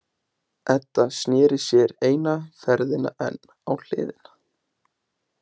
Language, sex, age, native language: Icelandic, male, 20-29, Icelandic